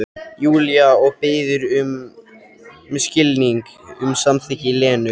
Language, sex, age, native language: Icelandic, male, 13, Icelandic